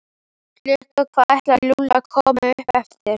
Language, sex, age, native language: Icelandic, female, 11, Icelandic